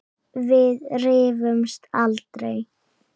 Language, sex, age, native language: Icelandic, male, 7, Icelandic